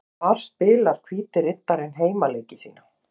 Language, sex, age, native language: Icelandic, female, 50-59, Icelandic